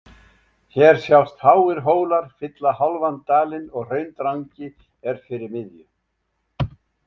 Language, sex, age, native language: Icelandic, male, 70-79, Icelandic